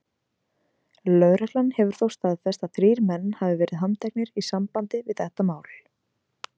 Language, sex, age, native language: Icelandic, female, 20-29, Icelandic